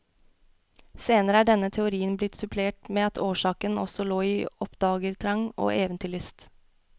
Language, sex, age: Norwegian, female, 21